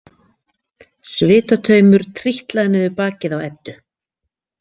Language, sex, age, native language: Icelandic, female, 50-59, Icelandic